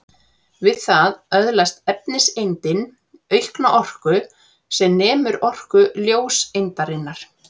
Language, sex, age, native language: Icelandic, female, 40-49, Icelandic